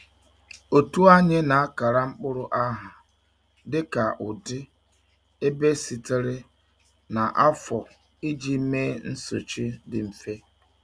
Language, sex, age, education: Igbo, male, 46-60, tertiary